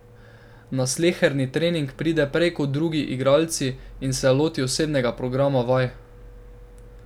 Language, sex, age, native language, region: Slovenian, male, 12-17, Slovenian, Drava region